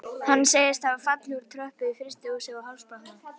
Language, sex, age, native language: Icelandic, other, 12, Icelandic